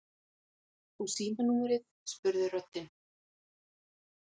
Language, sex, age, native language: Icelandic, female, 40-49, Icelandic